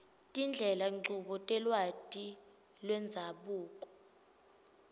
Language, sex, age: Swati, female, 20